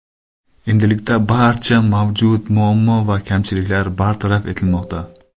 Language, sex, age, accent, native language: Uzbek, male, 25-34, Qoraqalpog'iston, Karakalpak